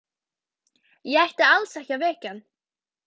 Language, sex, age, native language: Icelandic, female, 12, Icelandic